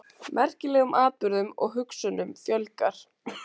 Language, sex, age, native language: Icelandic, female, 20-29, Icelandic